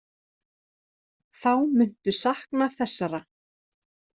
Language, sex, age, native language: Icelandic, female, 30-39, Icelandic